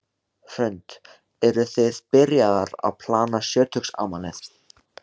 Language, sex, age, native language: Icelandic, male, 16, Icelandic